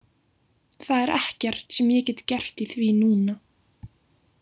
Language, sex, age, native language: Icelandic, female, 18-19, Icelandic